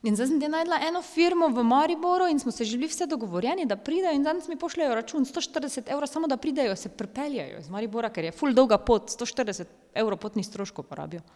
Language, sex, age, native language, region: Slovenian, female, 30-49, Slovenian, Drava region